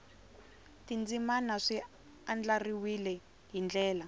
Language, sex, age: Tsonga, female, 22